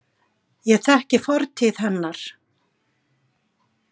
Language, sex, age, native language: Icelandic, female, 50-59, Icelandic